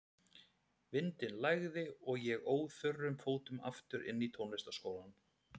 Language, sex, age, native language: Icelandic, male, 30-39, Icelandic